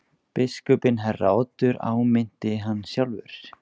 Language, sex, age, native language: Icelandic, male, 20-29, Icelandic